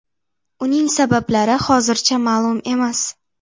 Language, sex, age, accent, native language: Uzbek, female, 18-24, Jizzax, Uzbek